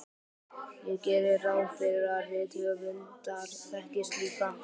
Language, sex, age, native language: Icelandic, male, 12, Icelandic